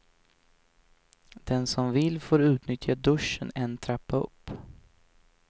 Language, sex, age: Swedish, male, 23